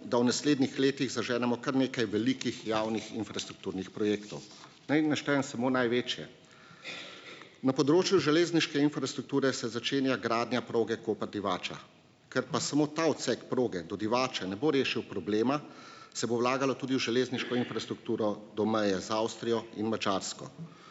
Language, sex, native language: Slovenian, male, Slovenian